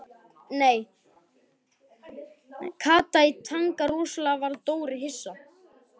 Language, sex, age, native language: Icelandic, male, 12, Icelandic